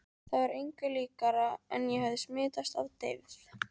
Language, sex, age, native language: Icelandic, female, 13, Icelandic